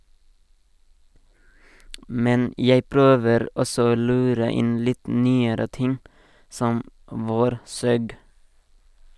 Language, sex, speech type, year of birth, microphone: Norwegian, male, read, 1989, Sennheiser